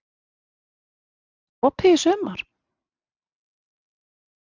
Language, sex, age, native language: Icelandic, female, 40-49, Icelandic